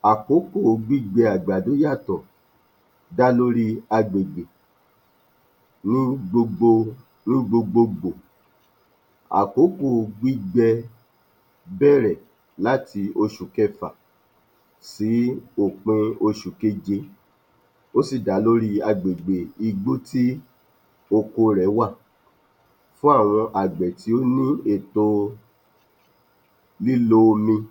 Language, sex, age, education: Yoruba, male, 46-60, tertiary